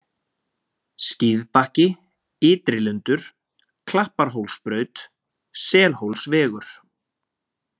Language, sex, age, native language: Icelandic, male, 20-29, Icelandic